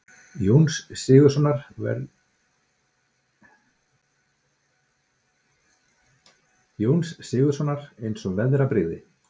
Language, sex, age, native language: Icelandic, male, 40-49, Icelandic